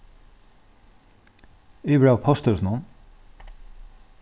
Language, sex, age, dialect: Faroese, male, 36-60, Norðurstreymoy/Eysturoy